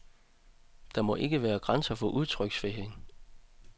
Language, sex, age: Danish, male, 30